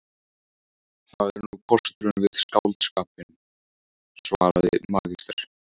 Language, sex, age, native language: Icelandic, male, 14, Icelandic